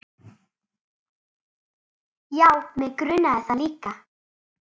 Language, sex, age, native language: Icelandic, female, 7, Icelandic